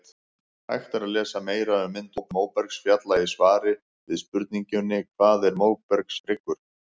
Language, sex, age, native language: Icelandic, male, 50-59, Icelandic